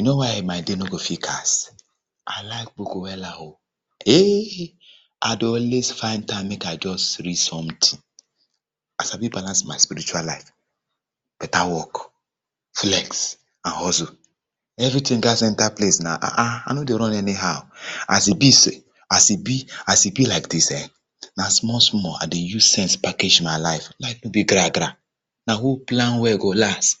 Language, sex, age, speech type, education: Nigerian Pidgin, male, 30-45, spontaneous, tertiary